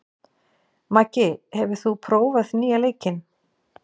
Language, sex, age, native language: Icelandic, female, 40-49, Icelandic